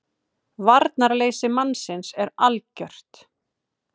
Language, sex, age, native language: Icelandic, female, 30-39, Icelandic